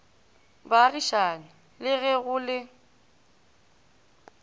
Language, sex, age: Northern Sotho, female, 18